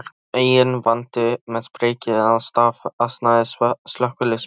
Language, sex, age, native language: Icelandic, male, 13, Polish